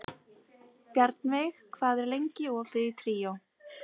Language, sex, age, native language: Icelandic, female, 30-39, Icelandic